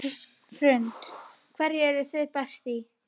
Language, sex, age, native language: Icelandic, female, 30-39, Icelandic